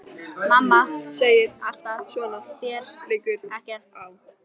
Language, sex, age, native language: Icelandic, female, 13, Icelandic